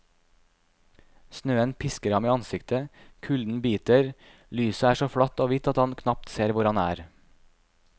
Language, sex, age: Norwegian, male, 26